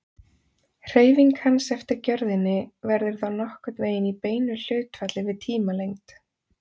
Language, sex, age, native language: Icelandic, female, 30-39, Icelandic